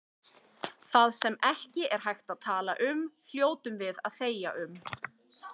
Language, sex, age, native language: Icelandic, female, 30-39, Icelandic